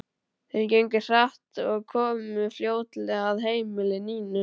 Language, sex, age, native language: Icelandic, male, 12, Icelandic